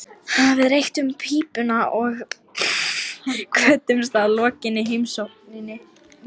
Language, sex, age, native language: Icelandic, female, 18-19, Lithuanian